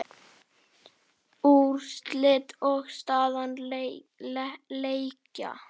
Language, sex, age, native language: Icelandic, male, 8, Icelandic